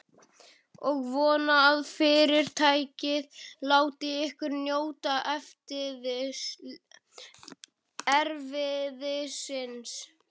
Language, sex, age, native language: Icelandic, male, 11, Icelandic